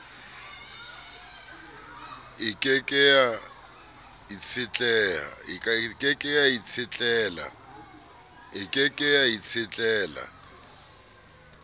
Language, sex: Southern Sotho, male